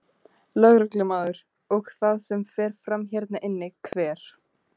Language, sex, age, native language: Icelandic, female, 15, Icelandic